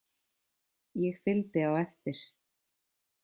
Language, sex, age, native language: Icelandic, female, 20-29, Icelandic